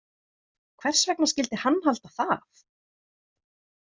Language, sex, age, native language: Icelandic, female, 30-39, Icelandic